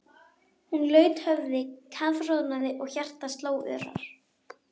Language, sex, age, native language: Icelandic, female, 12, Icelandic